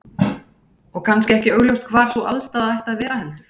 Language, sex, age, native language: Icelandic, female, 30-39, Icelandic